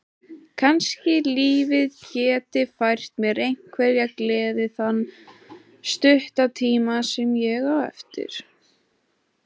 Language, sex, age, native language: Icelandic, female, 18-19, Icelandic